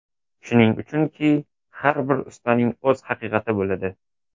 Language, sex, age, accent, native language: Uzbek, male, 18-24, Toshkent shahri, Uzbek